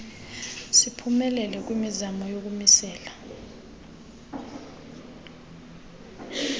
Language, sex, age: Xhosa, female, 22